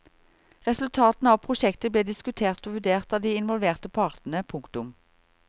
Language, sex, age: Norwegian, female, 38